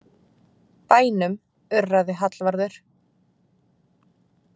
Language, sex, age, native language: Icelandic, female, 20-29, Icelandic